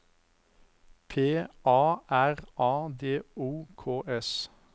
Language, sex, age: Norwegian, male, 54